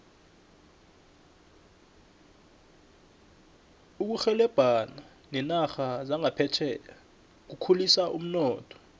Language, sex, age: South Ndebele, male, 21